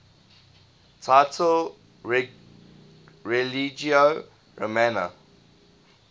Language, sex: English, male